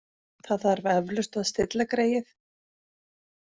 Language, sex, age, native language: Icelandic, female, 40-49, Icelandic